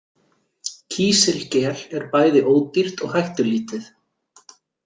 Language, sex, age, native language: Icelandic, male, 40-49, Icelandic